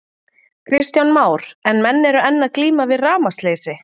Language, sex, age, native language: Icelandic, female, 40-49, Icelandic